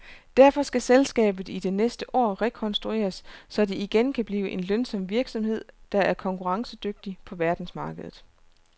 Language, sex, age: Danish, female, 29